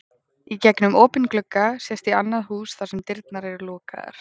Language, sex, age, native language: Icelandic, female, 20-29, Icelandic